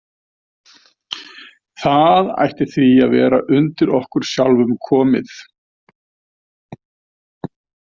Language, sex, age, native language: Icelandic, male, 50-59, Icelandic